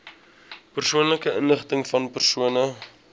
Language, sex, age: Afrikaans, male, 20